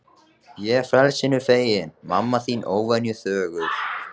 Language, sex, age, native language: Icelandic, male, 14, Icelandic